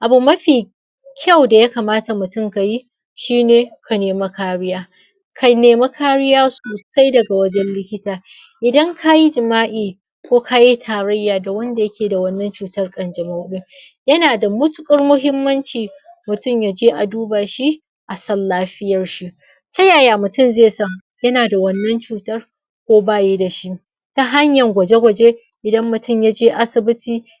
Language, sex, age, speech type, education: Hausa, female, 30-45, spontaneous, primary